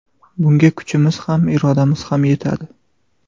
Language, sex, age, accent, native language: Uzbek, male, 12-17, Farg'ona, Uzbek